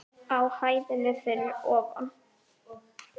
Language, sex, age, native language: Icelandic, female, 10, Icelandic